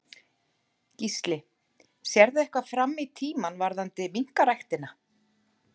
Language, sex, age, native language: Icelandic, female, 40-49, Icelandic